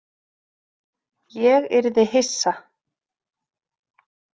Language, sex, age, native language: Icelandic, female, 30-39, Icelandic